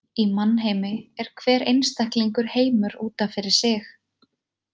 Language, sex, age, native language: Icelandic, female, 20-29, Icelandic